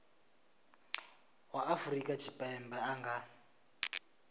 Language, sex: Venda, male